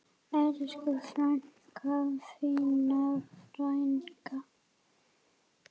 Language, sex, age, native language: Icelandic, female, 8, Icelandic